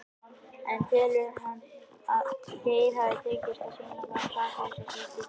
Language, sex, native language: Icelandic, male, Icelandic